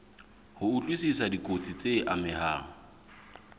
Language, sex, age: Southern Sotho, male, 26